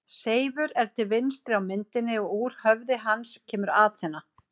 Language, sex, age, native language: Icelandic, female, 50-59, Icelandic